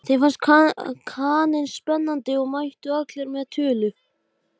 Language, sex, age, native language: Icelandic, male, 12, Icelandic